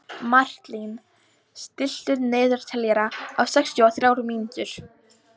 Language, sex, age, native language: Icelandic, female, 18-19, Polish